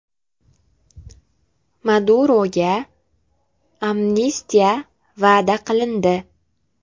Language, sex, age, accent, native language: Uzbek, female, 18-24, Andijon, Uzbek